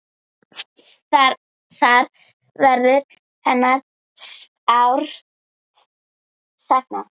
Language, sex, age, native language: Icelandic, female, 8, Icelandic